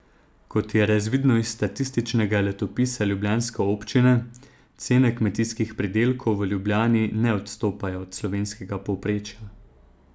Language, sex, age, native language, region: Slovenian, male, 30-49, Slovenian, Zasavska region